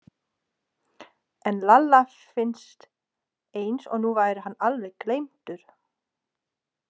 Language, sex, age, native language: Icelandic, female, 40-49, Danish